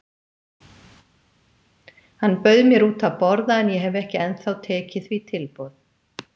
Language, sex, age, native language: Icelandic, female, 50-59, Icelandic